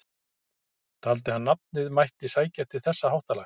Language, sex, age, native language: Icelandic, male, 50-59, Icelandic